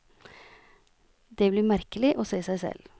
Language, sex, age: Norwegian, female, 46